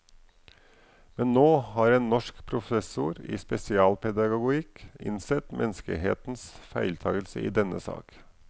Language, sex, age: Norwegian, male, 44